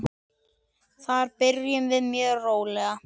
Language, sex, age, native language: Icelandic, male, 10, Icelandic